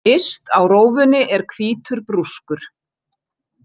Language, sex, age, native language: Icelandic, female, 40-49, Icelandic